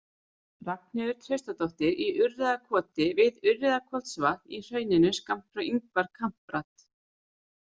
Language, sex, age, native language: Icelandic, female, 30-39, Icelandic